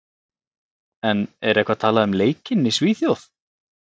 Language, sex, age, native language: Icelandic, male, 30-39, Icelandic